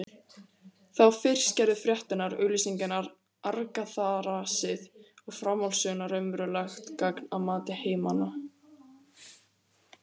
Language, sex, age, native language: Icelandic, female, 18-19, Icelandic